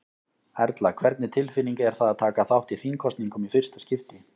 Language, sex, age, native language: Icelandic, male, 20-29, Icelandic